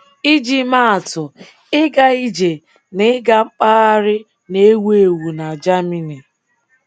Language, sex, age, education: Igbo, female, 15-29, tertiary